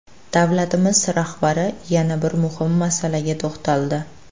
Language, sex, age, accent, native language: Uzbek, female, 18-24, Farg'ona, Uzbek